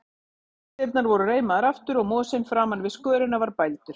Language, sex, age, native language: Icelandic, female, 50-59, Icelandic